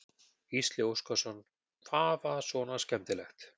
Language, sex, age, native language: Icelandic, male, 40-49, Icelandic